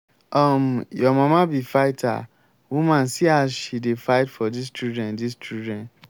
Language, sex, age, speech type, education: Nigerian Pidgin, male, 15-29, spontaneous, tertiary